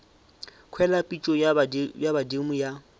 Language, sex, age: Northern Sotho, male, 25